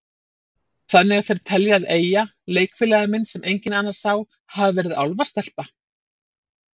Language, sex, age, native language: Icelandic, female, 40-49, Icelandic